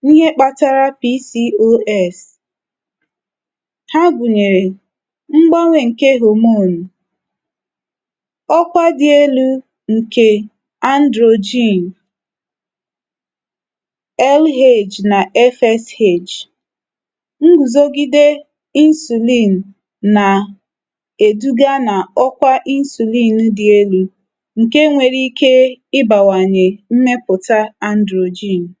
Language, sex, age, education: Igbo, female, 30-45, tertiary